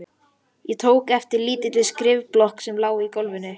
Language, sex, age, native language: Icelandic, male, 11, Icelandic